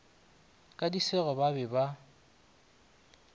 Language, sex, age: Northern Sotho, male, 25